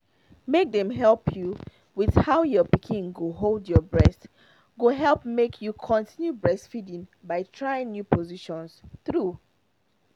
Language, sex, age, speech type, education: Nigerian Pidgin, female, 30-45, spontaneous, tertiary